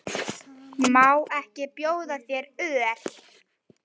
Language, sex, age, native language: Icelandic, female, 10, Icelandic